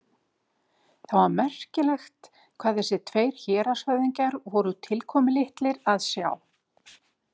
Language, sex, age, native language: Icelandic, female, 50-59, Icelandic